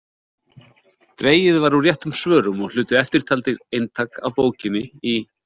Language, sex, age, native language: Icelandic, male, 40-49, Icelandic